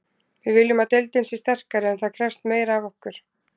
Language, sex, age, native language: Icelandic, female, 20-29, Icelandic